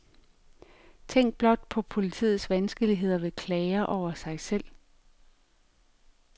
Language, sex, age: Danish, female, 45